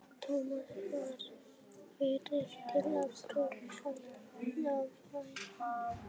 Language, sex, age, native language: Icelandic, male, 11, Icelandic